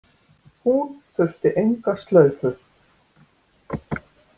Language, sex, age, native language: Icelandic, female, 60-69, Icelandic